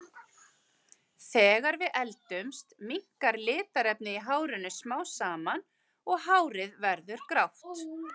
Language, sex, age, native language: Icelandic, female, 40-49, Icelandic